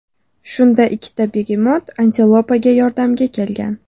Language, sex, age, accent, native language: Uzbek, female, 19-29, Toshkent shahri, Uzbek